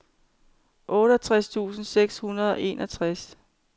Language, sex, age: Danish, female, 45